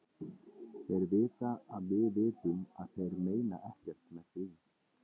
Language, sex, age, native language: Icelandic, male, 30-39, Icelandic